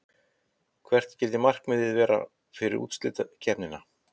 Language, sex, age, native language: Icelandic, male, 50-59, Icelandic